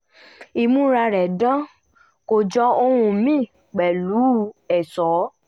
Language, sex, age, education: Yoruba, female, 15-29, tertiary